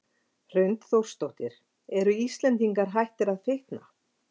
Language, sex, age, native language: Icelandic, female, 50-59, Icelandic